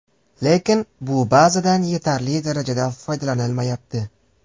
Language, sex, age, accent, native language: Uzbek, male, 18-24, Jizzax, Uzbek